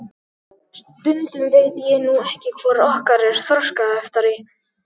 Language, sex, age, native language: Icelandic, male, 12, Icelandic